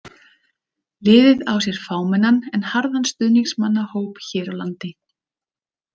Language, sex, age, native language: Icelandic, female, 30-39, Icelandic